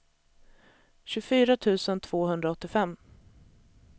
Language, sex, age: Swedish, female, 37